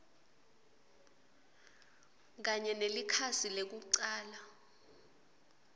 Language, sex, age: Swati, female, 26